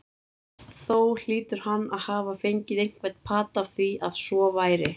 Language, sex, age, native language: Icelandic, female, 30-39, Icelandic